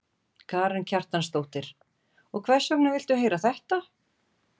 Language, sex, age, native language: Icelandic, female, 40-49, Icelandic